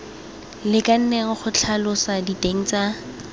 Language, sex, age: Tswana, female, 21